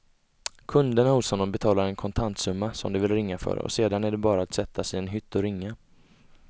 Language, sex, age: Swedish, male, 20